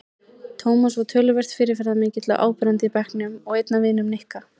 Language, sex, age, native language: Icelandic, female, 20-29, Icelandic